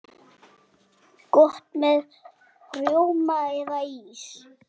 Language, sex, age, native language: Icelandic, male, 6, Icelandic